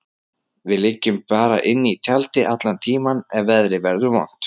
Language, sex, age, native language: Icelandic, male, 30-39, Icelandic